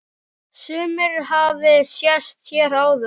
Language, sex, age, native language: Icelandic, male, 7, Icelandic